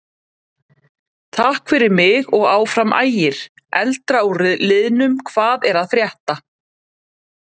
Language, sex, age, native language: Icelandic, female, 30-39, Icelandic